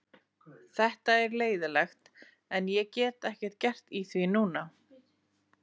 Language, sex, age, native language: Icelandic, female, 40-49, Icelandic